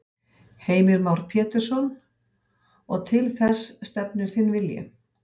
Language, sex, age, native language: Icelandic, female, 50-59, Icelandic